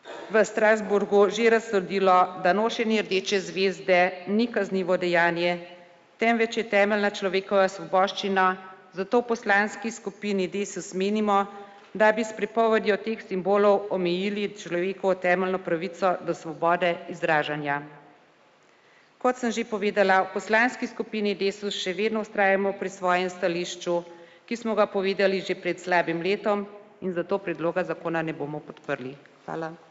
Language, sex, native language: Slovenian, female, Slovenian